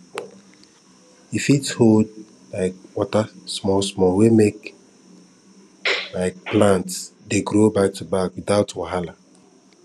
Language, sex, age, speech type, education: Nigerian Pidgin, female, 15-29, spontaneous, tertiary